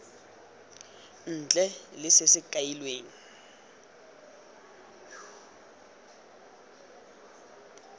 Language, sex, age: Tswana, male, 20